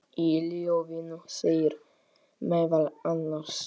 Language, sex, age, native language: Icelandic, male, 8, Polish